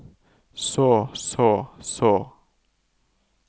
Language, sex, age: Norwegian, male, 39